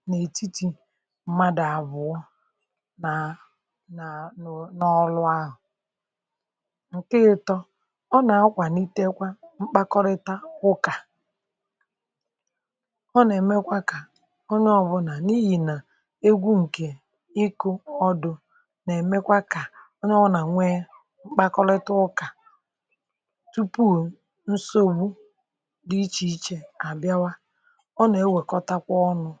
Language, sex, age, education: Igbo, female, 46-60, tertiary